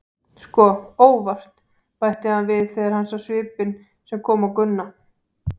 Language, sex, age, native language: Icelandic, female, 18-19, Icelandic